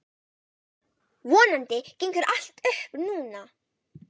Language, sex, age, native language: Icelandic, female, 18-19, Icelandic